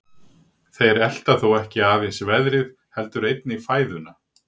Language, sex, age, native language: Icelandic, male, 60-69, Icelandic